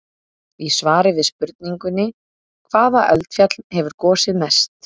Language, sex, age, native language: Icelandic, female, 30-39, Icelandic